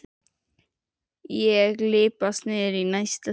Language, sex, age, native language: Icelandic, female, 11, Icelandic